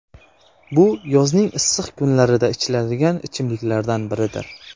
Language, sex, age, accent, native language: Uzbek, male, 18-24, Qashqadaryo, Uzbek